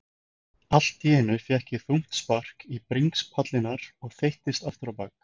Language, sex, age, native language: Icelandic, male, 20-29, Icelandic